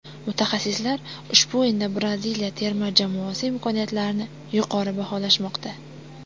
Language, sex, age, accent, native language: Uzbek, female, 18-24, Toshkent shahri, Uzbek